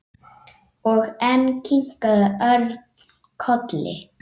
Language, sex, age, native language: Icelandic, male, 8, Icelandic